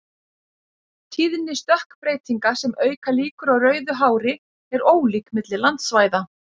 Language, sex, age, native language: Icelandic, female, 50-59, Icelandic